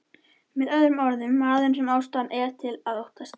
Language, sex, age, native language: Icelandic, female, 13, Icelandic